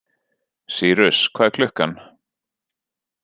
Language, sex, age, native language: Icelandic, male, 40-49, Icelandic